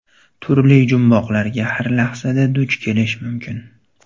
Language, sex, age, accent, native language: Uzbek, male, 18-24, Farg'ona, Uzbek